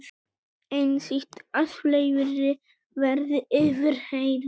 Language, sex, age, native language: Icelandic, male, 18-19, Icelandic